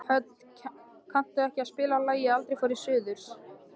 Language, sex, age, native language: Icelandic, male, 13, Icelandic